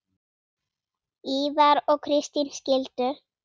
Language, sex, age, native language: Icelandic, female, 8, Icelandic